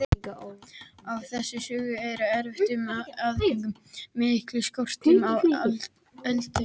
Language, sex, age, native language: Icelandic, male, 18-19, Icelandic